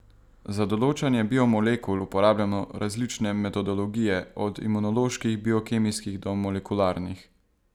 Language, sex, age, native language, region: Slovenian, male, 18-29, Slovenian, Savinja region